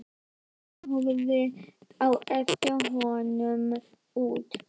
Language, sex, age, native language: Icelandic, female, 12, Icelandic